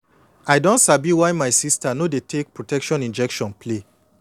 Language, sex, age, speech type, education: Nigerian Pidgin, male, 30-45, spontaneous, tertiary